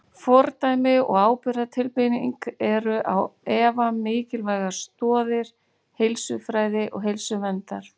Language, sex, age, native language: Icelandic, female, 40-49, Icelandic